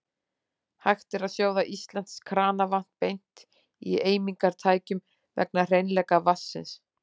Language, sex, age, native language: Icelandic, female, 40-49, Icelandic